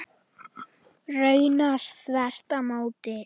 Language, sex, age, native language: Icelandic, male, 10, Icelandic